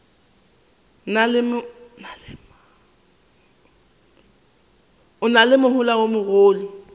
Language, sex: Northern Sotho, female